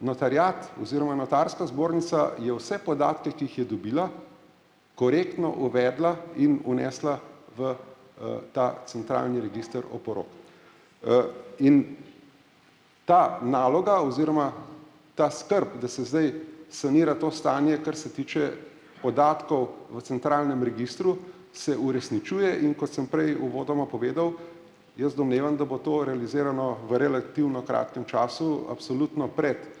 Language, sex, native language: Slovenian, male, Slovenian